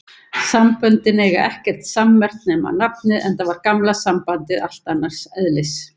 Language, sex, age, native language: Icelandic, female, 70-79, Icelandic